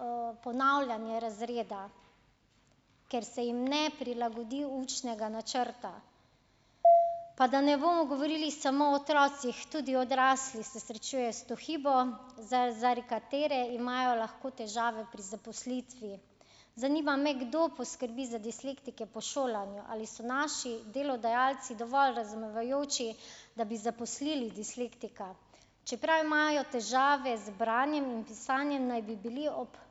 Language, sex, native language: Slovenian, female, Slovenian